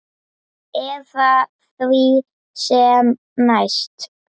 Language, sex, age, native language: Icelandic, female, 8, Icelandic